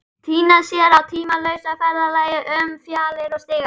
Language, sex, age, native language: Icelandic, female, 11, Icelandic